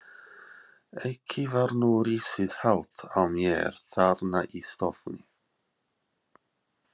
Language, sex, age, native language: Icelandic, male, 40-49, English